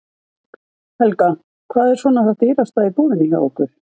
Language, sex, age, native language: Icelandic, female, 50-59, Icelandic